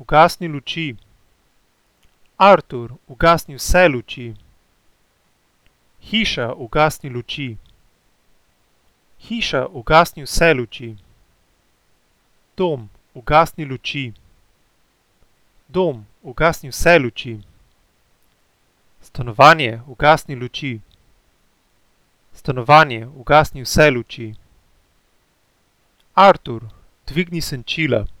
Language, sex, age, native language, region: Slovenian, male, 18-29, Slovenian, Central Slovenia